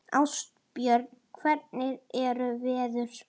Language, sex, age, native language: Icelandic, female, 40-49, Italian